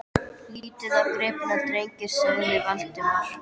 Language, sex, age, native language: Icelandic, female, 12, Icelandic